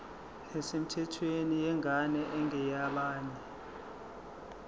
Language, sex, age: Zulu, male, 23